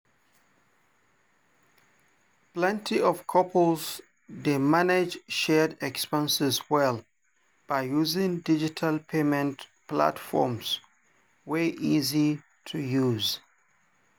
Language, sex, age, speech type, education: Nigerian Pidgin, male, 30-45, spontaneous, tertiary